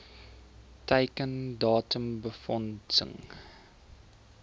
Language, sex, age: Afrikaans, male, 20